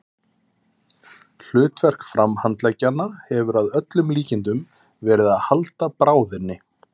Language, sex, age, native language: Icelandic, male, 30-39, Icelandic